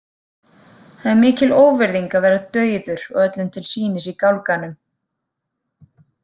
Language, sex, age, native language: Icelandic, female, 30-39, Icelandic